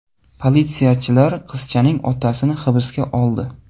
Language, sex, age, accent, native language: Uzbek, male, 18-24, Farg'ona, Uzbek